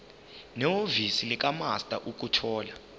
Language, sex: Zulu, male